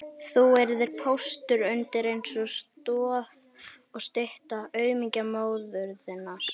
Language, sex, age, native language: Icelandic, female, 21, Icelandic